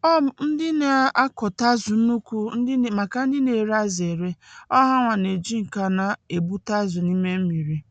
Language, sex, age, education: Igbo, female, 30-45, tertiary